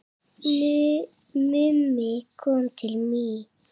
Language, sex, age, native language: Icelandic, female, 7, Icelandic